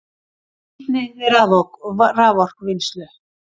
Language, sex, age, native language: Icelandic, female, 60-69, Icelandic